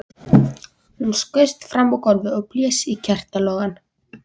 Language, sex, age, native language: Icelandic, female, 14, Icelandic